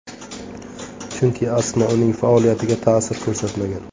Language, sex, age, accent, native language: Uzbek, male, 25-34, Samarqand, Uzbek